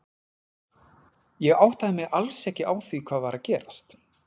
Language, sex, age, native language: Icelandic, male, 40-49, Icelandic